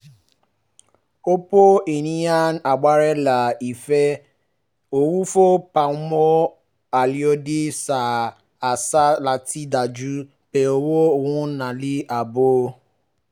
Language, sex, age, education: Yoruba, male, 15-29, tertiary